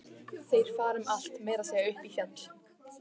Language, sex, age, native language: Icelandic, female, 15, Icelandic